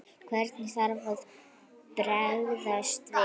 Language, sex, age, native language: Icelandic, female, 9, Icelandic